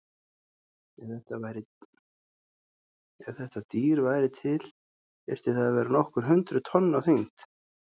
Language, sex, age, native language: Icelandic, male, 30-39, Icelandic